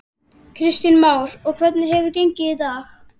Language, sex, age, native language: Icelandic, male, 12, Icelandic